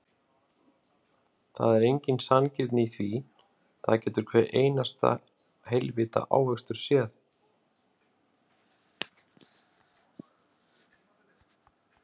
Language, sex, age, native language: Icelandic, male, 50-59, Icelandic